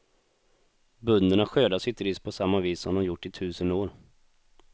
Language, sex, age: Swedish, male, 26